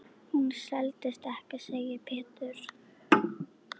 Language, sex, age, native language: Icelandic, female, 9, Icelandic